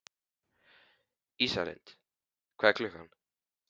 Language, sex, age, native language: Icelandic, male, 15, Icelandic